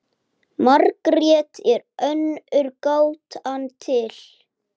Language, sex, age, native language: Icelandic, male, 8, Icelandic